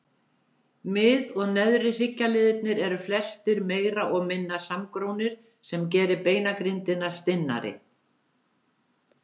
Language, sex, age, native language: Icelandic, female, 70-79, Icelandic